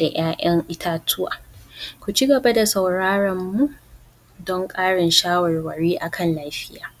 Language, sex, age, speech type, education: Hausa, female, 15-29, spontaneous, tertiary